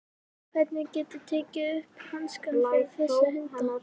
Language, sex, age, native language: Icelandic, female, 11, Icelandic